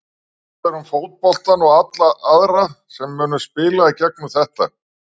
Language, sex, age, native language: Icelandic, male, 60-69, Icelandic